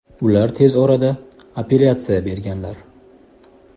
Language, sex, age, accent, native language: Uzbek, male, 18-24, Surxondaryo, Uzbek